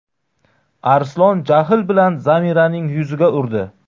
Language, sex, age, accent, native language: Uzbek, male, 35+, Qashqadaryo, Uzbek